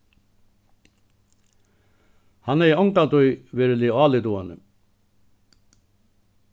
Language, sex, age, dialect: Faroese, male, 61+, Suðuroy